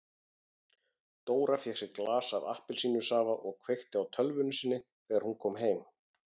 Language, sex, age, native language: Icelandic, male, 40-49, Icelandic